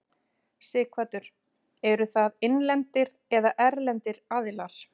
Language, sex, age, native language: Icelandic, female, 40-49, Icelandic